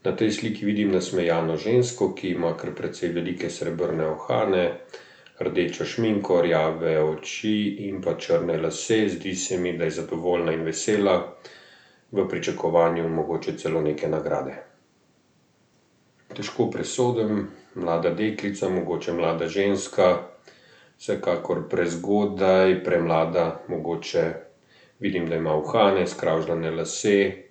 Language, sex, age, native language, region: Slovenian, male, 50-59, Slovenian, Central Slovenia